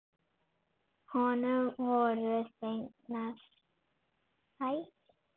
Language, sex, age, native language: Icelandic, female, 8, Icelandic